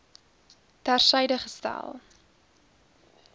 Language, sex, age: Afrikaans, female, 20